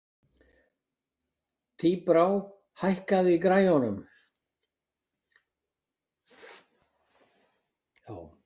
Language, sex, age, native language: Icelandic, male, 60-69, Icelandic